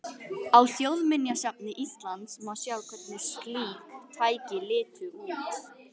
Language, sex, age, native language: Icelandic, female, 18-19, Icelandic